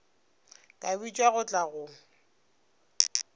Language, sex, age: Northern Sotho, female, 25